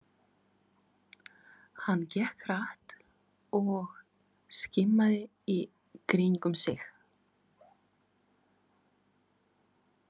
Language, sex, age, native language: Icelandic, female, 30-39, Ukrainian